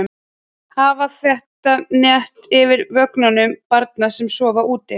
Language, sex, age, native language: Icelandic, female, 30-39, Icelandic